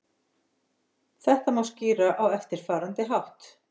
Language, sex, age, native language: Icelandic, female, 50-59, Icelandic